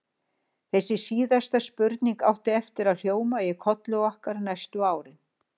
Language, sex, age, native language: Icelandic, female, 60-69, Icelandic